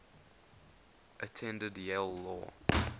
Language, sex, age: English, male, 19